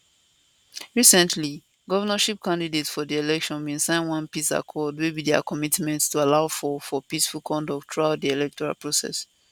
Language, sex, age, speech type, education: Nigerian Pidgin, female, 15-29, spontaneous, tertiary